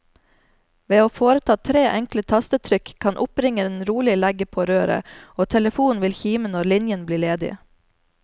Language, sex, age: Norwegian, female, 34